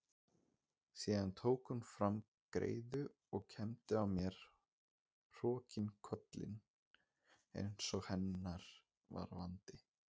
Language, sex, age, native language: Icelandic, male, 20-29, Icelandic